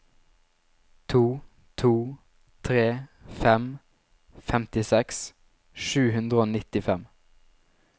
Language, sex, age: Norwegian, male, 19